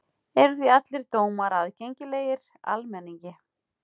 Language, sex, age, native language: Icelandic, female, 40-49, Icelandic